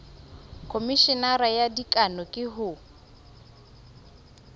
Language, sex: Southern Sotho, female